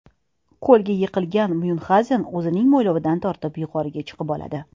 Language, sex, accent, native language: Uzbek, female, Toshkent shahri, Uzbek